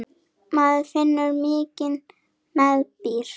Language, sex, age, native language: Icelandic, female, 10, Icelandic